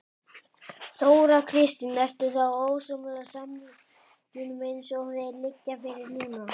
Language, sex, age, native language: Icelandic, male, 18-19, Icelandic